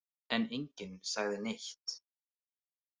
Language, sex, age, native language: Icelandic, male, 18-19, Icelandic